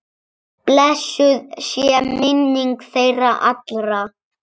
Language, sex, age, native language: Icelandic, male, 7, Icelandic